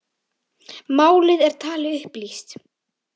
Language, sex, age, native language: Icelandic, female, 18-19, Icelandic